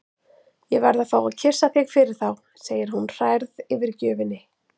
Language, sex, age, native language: Icelandic, female, 40-49, Icelandic